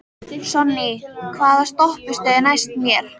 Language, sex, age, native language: Icelandic, female, 13, Icelandic